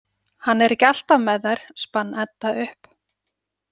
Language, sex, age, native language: Icelandic, female, 40-49, Icelandic